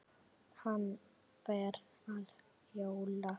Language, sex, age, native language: Icelandic, female, 8, Icelandic